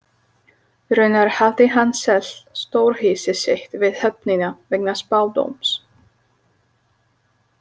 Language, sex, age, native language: Icelandic, female, 30-39, Slovak